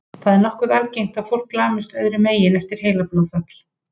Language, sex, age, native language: Icelandic, female, 50-59, Icelandic